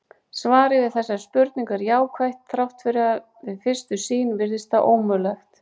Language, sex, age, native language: Icelandic, female, 40-49, Icelandic